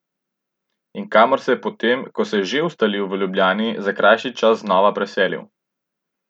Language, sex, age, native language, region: Slovenian, male, 18-29, Slovenian, Central Slovenia